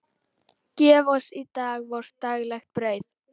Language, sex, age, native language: Icelandic, female, 18-19, Icelandic